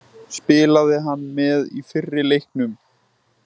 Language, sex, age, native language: Icelandic, male, 20-29, Icelandic